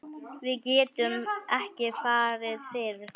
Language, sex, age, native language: Icelandic, female, 9, Icelandic